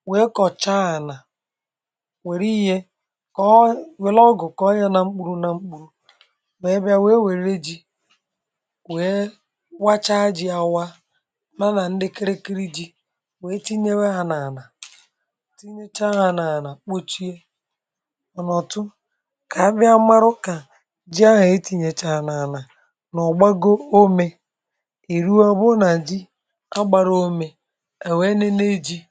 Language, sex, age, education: Igbo, male, 30-45, tertiary